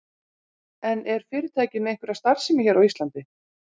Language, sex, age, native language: Icelandic, female, 40-49, Icelandic